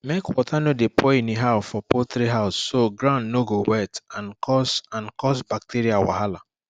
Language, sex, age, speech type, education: Nigerian Pidgin, male, 15-29, spontaneous, tertiary